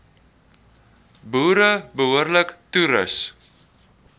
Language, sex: Afrikaans, male